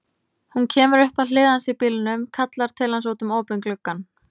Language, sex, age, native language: Icelandic, female, 20-29, Icelandic